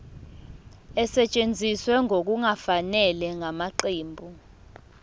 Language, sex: Zulu, female